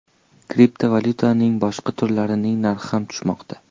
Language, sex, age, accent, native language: Uzbek, male, 18-24, Toshkent shahri, Uzbek